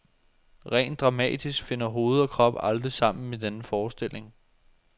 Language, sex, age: Danish, male, 24